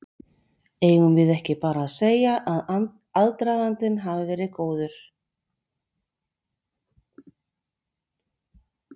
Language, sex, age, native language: Icelandic, female, 40-49, Icelandic